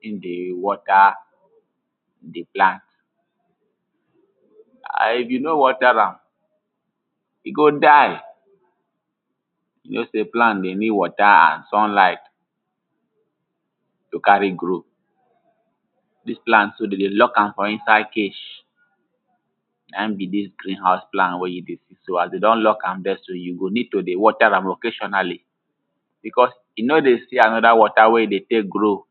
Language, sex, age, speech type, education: Nigerian Pidgin, male, 15-29, spontaneous, tertiary